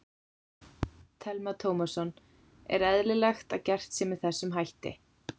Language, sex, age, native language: Icelandic, female, 40-49, Icelandic